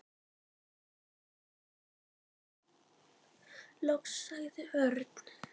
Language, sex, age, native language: Icelandic, female, 10, Icelandic